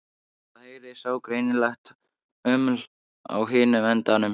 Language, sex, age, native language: Icelandic, male, 13, Icelandic